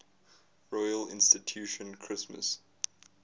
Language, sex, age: English, male, 22